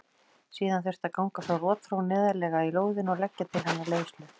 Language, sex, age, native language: Icelandic, female, 40-49, Icelandic